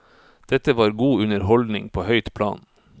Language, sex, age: Norwegian, male, 44